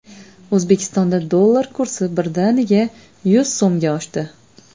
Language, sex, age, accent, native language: Uzbek, female, 25-34, Navoiy, Uzbek